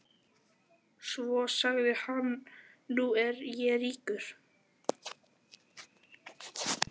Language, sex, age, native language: Icelandic, male, 11, Icelandic